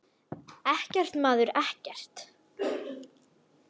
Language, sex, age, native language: Icelandic, female, 10, Icelandic